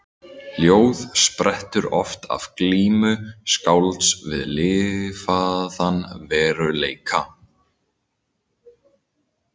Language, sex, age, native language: Icelandic, male, 18-19, Icelandic